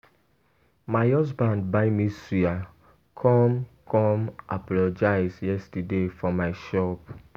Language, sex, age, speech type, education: Nigerian Pidgin, male, 15-29, spontaneous, tertiary